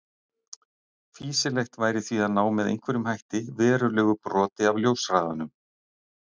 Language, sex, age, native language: Icelandic, male, 60-69, Icelandic